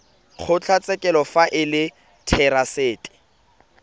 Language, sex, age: Tswana, male, 24